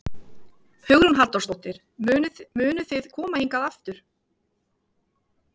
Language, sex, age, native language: Icelandic, female, 50-59, Icelandic